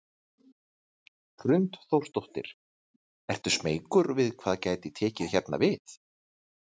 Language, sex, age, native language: Icelandic, male, 30-39, Icelandic